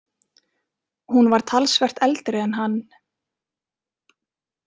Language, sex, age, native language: Icelandic, female, 20-29, Icelandic